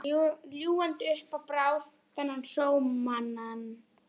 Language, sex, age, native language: Icelandic, female, 11, Icelandic